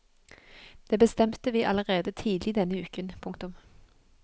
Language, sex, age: Norwegian, female, 31